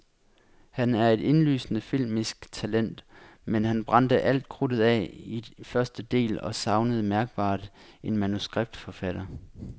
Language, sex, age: Danish, male, 26